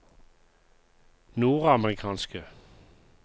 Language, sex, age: Norwegian, male, 51